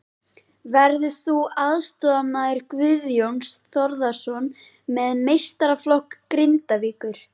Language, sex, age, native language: Icelandic, female, 11, Icelandic